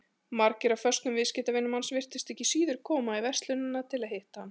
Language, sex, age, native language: Icelandic, male, 40-49, Icelandic